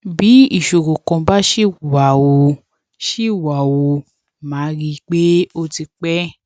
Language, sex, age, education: Yoruba, female, 15-29, tertiary